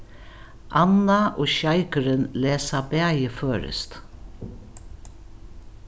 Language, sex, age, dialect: Faroese, female, 61+, Norðuroyggjar